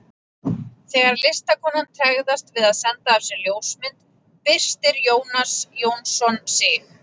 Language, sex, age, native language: Icelandic, female, 20-29, Icelandic